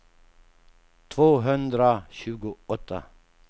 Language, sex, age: Swedish, male, 48